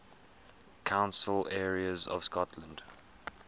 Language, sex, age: English, male, 21